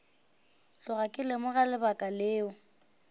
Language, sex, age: Northern Sotho, female, 18